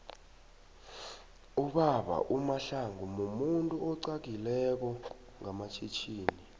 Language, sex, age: South Ndebele, male, 19